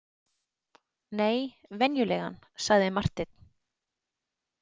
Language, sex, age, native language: Icelandic, female, 30-39, Icelandic